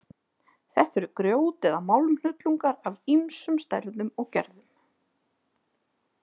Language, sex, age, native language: Icelandic, female, 30-39, Icelandic